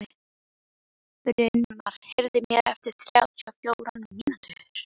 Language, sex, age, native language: Icelandic, female, 11, Icelandic